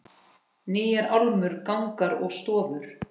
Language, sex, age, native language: Icelandic, female, 10, Icelandic